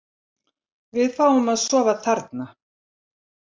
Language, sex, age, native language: Icelandic, female, 70-79, Icelandic